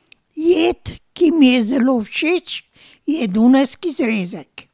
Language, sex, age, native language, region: Slovenian, female, 60+, Slovenian, Drava region